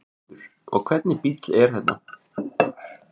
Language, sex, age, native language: Icelandic, male, 20-29, Icelandic